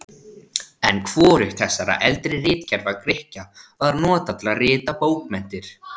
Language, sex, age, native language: Icelandic, male, 16, Icelandic